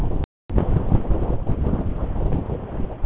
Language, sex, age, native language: Icelandic, male, 13, Icelandic